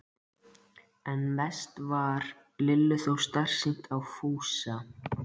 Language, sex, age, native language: Icelandic, male, 13, Icelandic